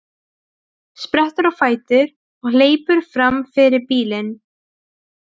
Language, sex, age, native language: Icelandic, female, 12, Serbo-Croatian